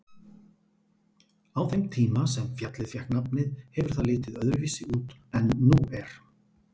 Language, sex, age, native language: Icelandic, male, 40-49, Icelandic